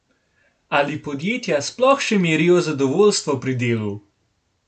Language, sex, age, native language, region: Slovenian, male, 18-29, Slovenian, Gorenjska region